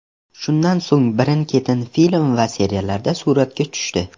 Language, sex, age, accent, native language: Uzbek, male, 19-29, Namangan, Uzbek